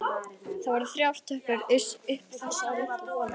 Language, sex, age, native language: Icelandic, female, 11, Icelandic